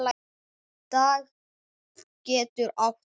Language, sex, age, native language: Icelandic, male, 9, Icelandic